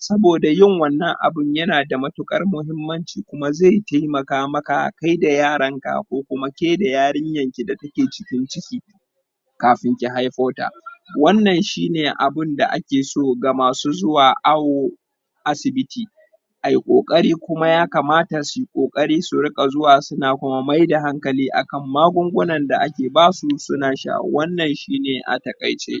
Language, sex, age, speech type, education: Hausa, male, 30-45, spontaneous, tertiary